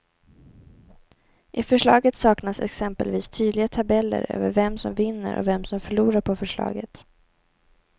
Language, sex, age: Swedish, female, 18